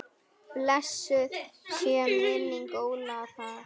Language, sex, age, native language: Icelandic, female, 9, Icelandic